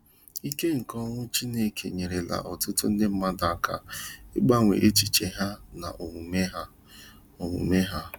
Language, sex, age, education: Igbo, male, 30-45, tertiary